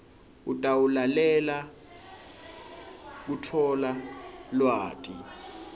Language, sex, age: Swati, male, 21